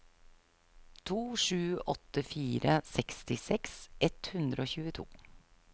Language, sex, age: Norwegian, female, 48